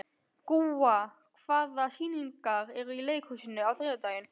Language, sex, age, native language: Icelandic, male, 12, Icelandic